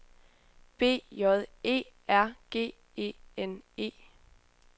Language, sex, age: Danish, female, 20